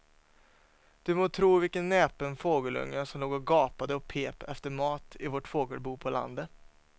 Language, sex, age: Swedish, male, 27